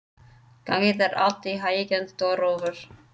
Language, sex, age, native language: Icelandic, female, 30-39, Icelandic